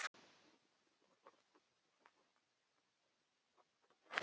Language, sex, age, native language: Icelandic, male, 18-19, Icelandic